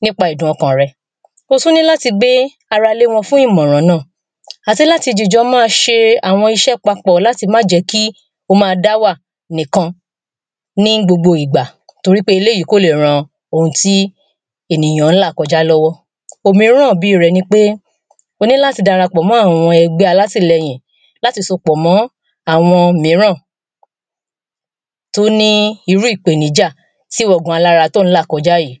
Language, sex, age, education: Yoruba, female, 30-45, primary